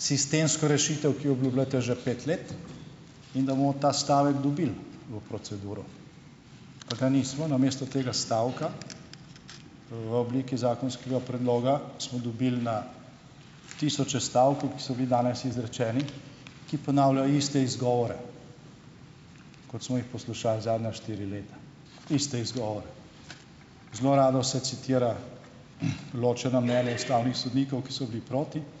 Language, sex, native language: Slovenian, male, Slovenian